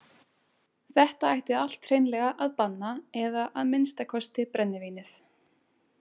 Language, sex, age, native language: Icelandic, female, 18-19, Icelandic